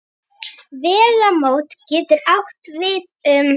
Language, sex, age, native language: Icelandic, female, 9, Icelandic